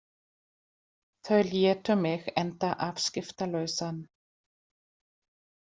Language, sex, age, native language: Icelandic, female, 40-49, German